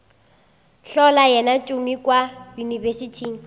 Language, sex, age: Northern Sotho, female, 19